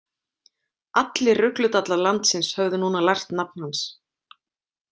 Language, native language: Icelandic, Icelandic